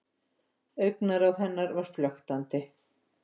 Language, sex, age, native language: Icelandic, female, 50-59, Icelandic